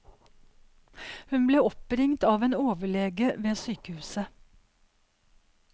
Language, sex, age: Norwegian, female, 52